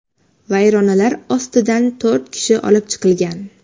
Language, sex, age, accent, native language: Uzbek, female, under 19, Xorazm, Uzbek